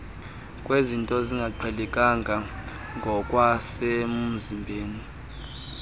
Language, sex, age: Xhosa, male, 19